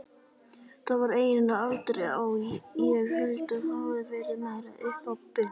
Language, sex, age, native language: Icelandic, male, 18-19, Icelandic